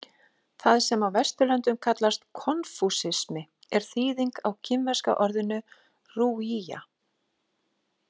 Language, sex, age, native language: Icelandic, female, 40-49, Icelandic